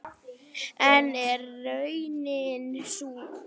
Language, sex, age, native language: Icelandic, female, 9, Icelandic